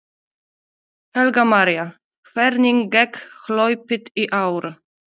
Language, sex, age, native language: Icelandic, female, 30-39, Polish